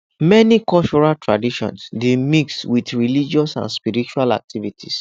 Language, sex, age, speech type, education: Nigerian Pidgin, male, 15-29, spontaneous, tertiary